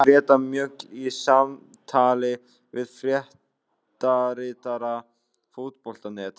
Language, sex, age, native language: Icelandic, male, 18-19, Icelandic